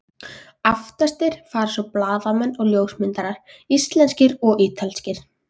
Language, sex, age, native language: Icelandic, female, 14, Icelandic